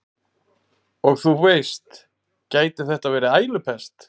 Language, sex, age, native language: Icelandic, male, 30-39, Icelandic